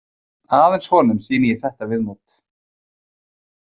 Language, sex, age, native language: Icelandic, male, 20-29, Icelandic